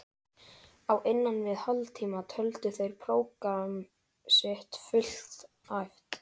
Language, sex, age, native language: Icelandic, male, 11, Icelandic